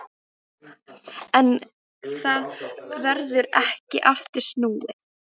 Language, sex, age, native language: Icelandic, female, 13, Icelandic